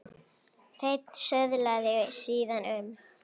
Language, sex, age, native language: Icelandic, female, 9, Icelandic